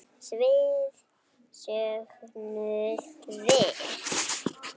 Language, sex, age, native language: Icelandic, female, 8, Icelandic